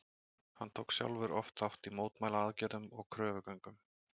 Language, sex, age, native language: Icelandic, male, 30-39, Icelandic